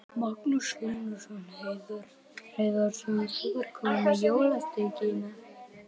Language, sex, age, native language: Icelandic, female, 11, Icelandic